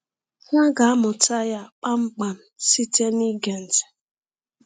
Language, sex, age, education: Igbo, female, 30-45, tertiary